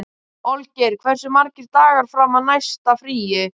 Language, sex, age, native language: Icelandic, male, 12, Icelandic